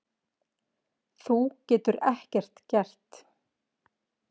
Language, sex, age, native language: Icelandic, female, 40-49, Icelandic